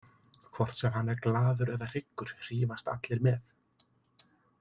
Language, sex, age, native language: Icelandic, male, 30-39, Icelandic